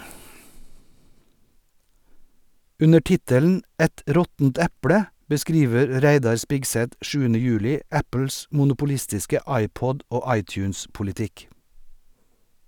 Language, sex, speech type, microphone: Norwegian, male, read, Sennheiser